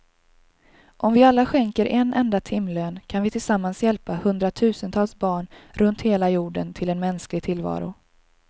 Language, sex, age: Swedish, female, 23